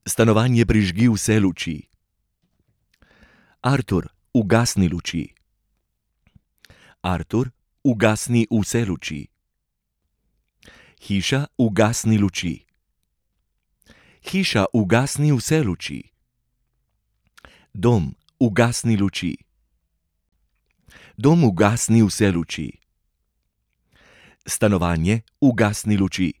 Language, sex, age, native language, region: Slovenian, male, 30-49, Slovenian, Gorenjska region